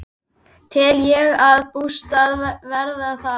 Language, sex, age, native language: Icelandic, male, 10, Icelandic